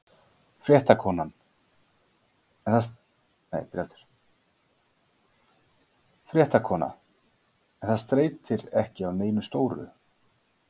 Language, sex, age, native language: Icelandic, male, 40-49, Icelandic